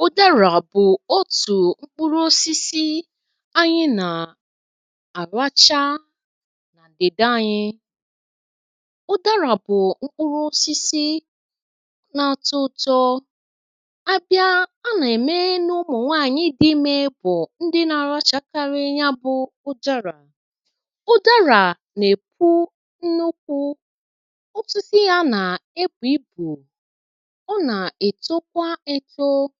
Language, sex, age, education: Igbo, female, 30-45, tertiary